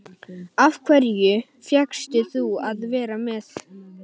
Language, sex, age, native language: Icelandic, male, 12, Icelandic